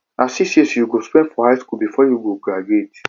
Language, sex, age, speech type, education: Nigerian Pidgin, male, 15-29, spontaneous, tertiary